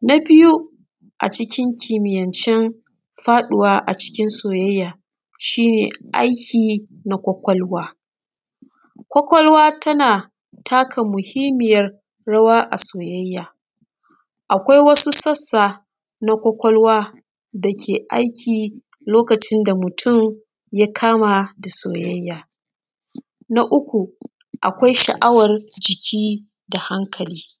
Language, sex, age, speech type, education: Hausa, female, 30-45, spontaneous, secondary